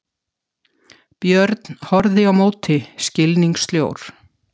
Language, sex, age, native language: Icelandic, female, 60-69, Icelandic